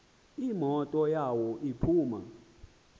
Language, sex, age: Xhosa, male, 20